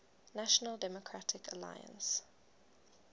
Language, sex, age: English, female, 19